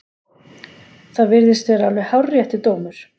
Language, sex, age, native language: Icelandic, female, 40-49, Icelandic